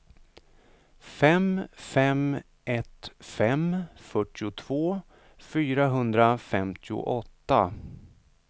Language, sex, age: Swedish, male, 35